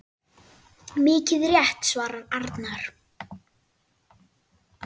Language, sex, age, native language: Icelandic, male, 9, Icelandic